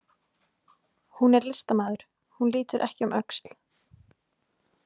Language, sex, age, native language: Icelandic, female, 20-29, Icelandic